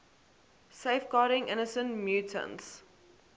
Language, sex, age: English, female, 18